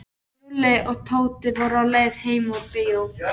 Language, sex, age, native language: Icelandic, female, 13, Icelandic